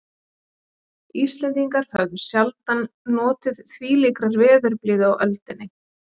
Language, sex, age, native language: Icelandic, female, 30-39, Icelandic